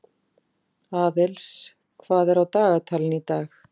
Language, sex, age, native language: Icelandic, female, 40-49, Icelandic